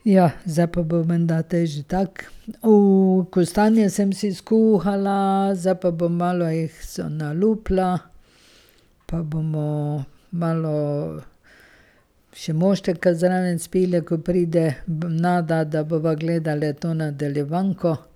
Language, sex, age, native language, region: Slovenian, female, 50-59, Slovenian, Carinthia region